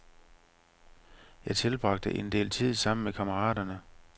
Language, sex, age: Danish, male, 45